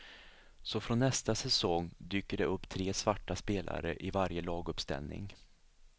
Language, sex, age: Swedish, male, 37